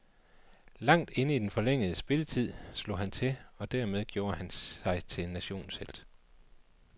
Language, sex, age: Danish, male, 39